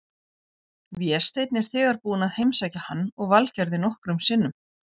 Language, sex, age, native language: Icelandic, female, 40-49, Icelandic